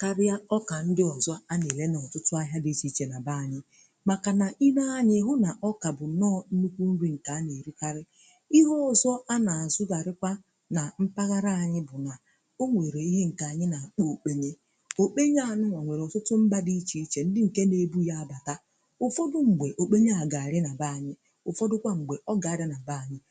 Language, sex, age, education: Igbo, female, 60+, tertiary